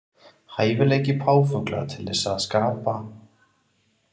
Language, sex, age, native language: Icelandic, male, 30-39, Icelandic